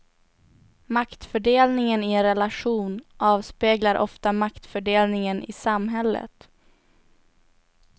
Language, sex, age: Swedish, female, 18